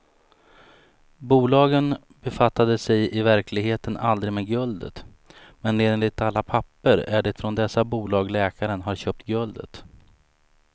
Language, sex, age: Swedish, male, 35